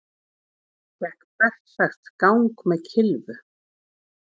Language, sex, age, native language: Icelandic, female, 40-49, Icelandic